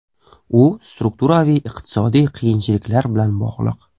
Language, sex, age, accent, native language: Uzbek, male, 18-24, Surxondaryo, Uzbek